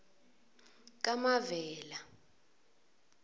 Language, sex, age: South Ndebele, female, 22